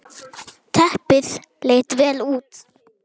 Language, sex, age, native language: Icelandic, female, 9, Icelandic